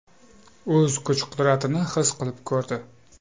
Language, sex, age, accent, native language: Uzbek, male, 25-34, Qoraqalpog'iston, Uzbek